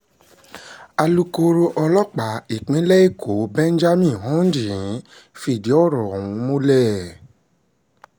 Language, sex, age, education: Yoruba, male, 30-45, secondary